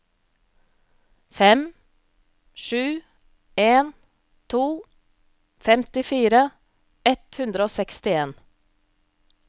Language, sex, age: Norwegian, female, 35